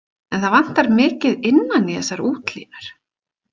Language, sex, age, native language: Icelandic, female, 40-49, Icelandic